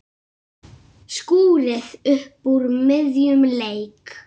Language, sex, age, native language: Icelandic, male, 6, Icelandic